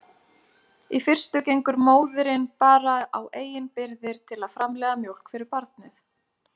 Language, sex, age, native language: Icelandic, female, 30-39, Icelandic